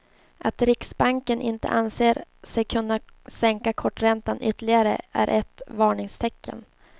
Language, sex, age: Swedish, female, 24